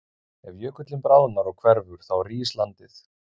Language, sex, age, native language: Icelandic, male, 30-39, Icelandic